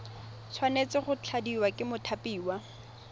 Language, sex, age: Tswana, female, 21